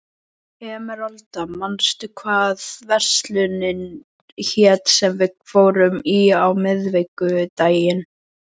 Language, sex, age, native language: Icelandic, male, 11, Icelandic